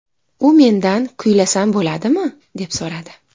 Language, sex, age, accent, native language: Uzbek, female, 19-29, Farg'ona, Uzbek